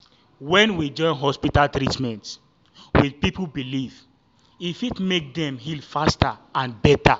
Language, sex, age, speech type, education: Nigerian Pidgin, male, 15-29, spontaneous, tertiary